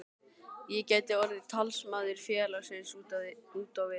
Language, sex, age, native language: Icelandic, male, 12, Icelandic